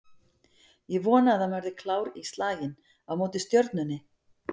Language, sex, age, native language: Icelandic, female, 50-59, Icelandic